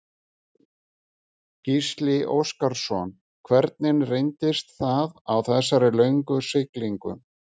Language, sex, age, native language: Icelandic, male, 50-59, Icelandic